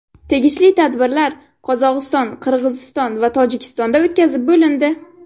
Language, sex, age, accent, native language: Uzbek, female, 12-17, Navoiy, Uzbek